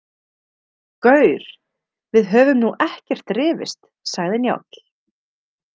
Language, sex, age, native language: Icelandic, female, 30-39, Icelandic